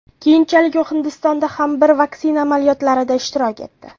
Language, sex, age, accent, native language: Uzbek, female, 18-24, Farg'ona, Uzbek